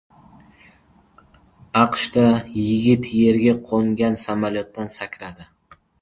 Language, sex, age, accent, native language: Uzbek, male, 12-17, Jizzax, Uzbek